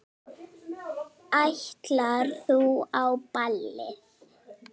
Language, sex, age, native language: Icelandic, female, 9, Icelandic